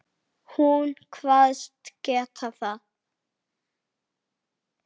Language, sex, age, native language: Icelandic, male, 8, Icelandic